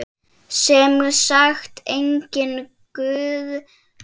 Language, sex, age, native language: Icelandic, female, 7, Icelandic